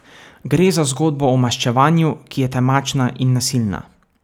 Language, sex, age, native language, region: Slovenian, male, 18-29, Slovenian, Savinja region